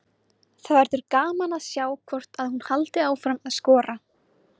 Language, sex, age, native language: Icelandic, female, 20-29, Icelandic